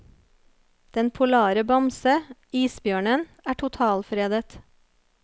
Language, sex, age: Norwegian, female, 30